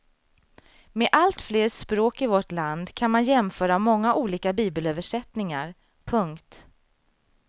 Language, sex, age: Swedish, female, 35